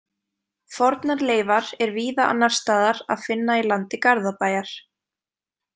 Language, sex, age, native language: Icelandic, female, 20-29, Icelandic